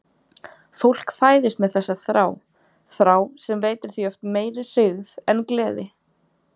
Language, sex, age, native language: Icelandic, female, 20-29, Icelandic